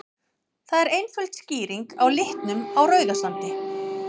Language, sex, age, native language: Icelandic, female, 40-49, Icelandic